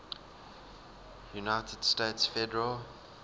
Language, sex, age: English, male, 19